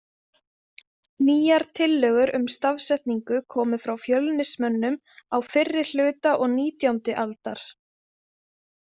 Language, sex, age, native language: Icelandic, female, 20-29, Icelandic